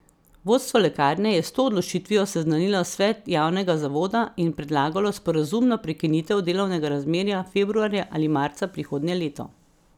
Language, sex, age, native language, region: Slovenian, female, 50-59, Slovenian, Central Slovenia